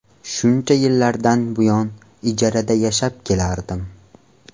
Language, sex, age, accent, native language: Uzbek, male, 18-24, Andijon, Uzbek